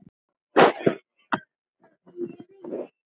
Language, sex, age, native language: Icelandic, female, 9, Icelandic